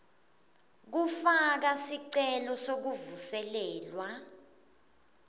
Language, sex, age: Swati, female, 22